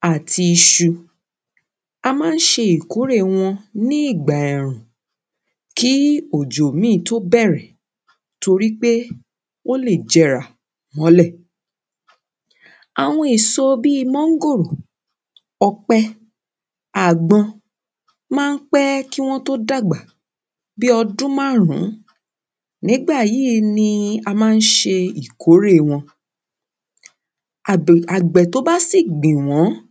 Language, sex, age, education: Yoruba, female, 30-45, secondary